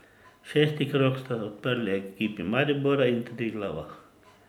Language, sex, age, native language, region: Slovenian, male, 50-59, Slovenian, Drava region